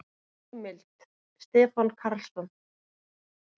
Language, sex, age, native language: Icelandic, female, 30-39, Icelandic